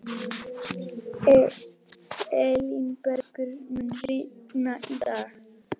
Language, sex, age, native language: Icelandic, male, 12, Icelandic